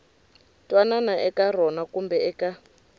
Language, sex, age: Tsonga, female, 19